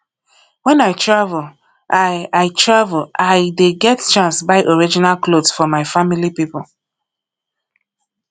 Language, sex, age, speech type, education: Nigerian Pidgin, female, 30-45, spontaneous, tertiary